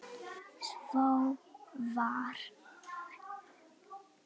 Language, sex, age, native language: Icelandic, male, 8, Icelandic